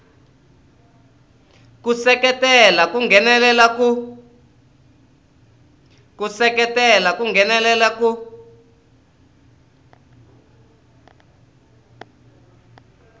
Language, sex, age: Tsonga, male, 20